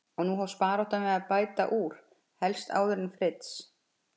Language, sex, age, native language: Icelandic, female, 50-59, Icelandic